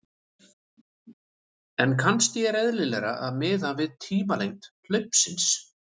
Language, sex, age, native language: Icelandic, male, 30-39, Icelandic